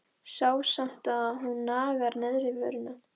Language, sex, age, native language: Icelandic, female, 13, Icelandic